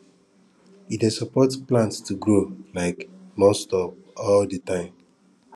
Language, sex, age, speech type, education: Nigerian Pidgin, female, 15-29, spontaneous, tertiary